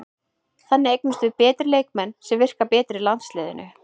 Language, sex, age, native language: Icelandic, female, 20-29, Icelandic